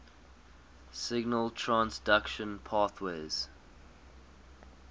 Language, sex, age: English, male, 20